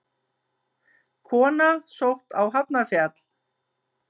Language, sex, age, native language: Icelandic, female, 50-59, Icelandic